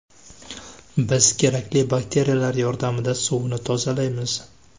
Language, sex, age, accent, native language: Uzbek, male, 25-34, Samarqand, Uzbek